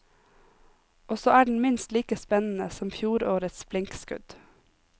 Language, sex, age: Norwegian, female, 26